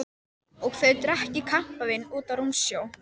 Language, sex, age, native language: Icelandic, female, 12, Icelandic